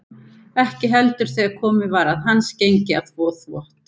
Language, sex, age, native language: Icelandic, female, 70-79, Icelandic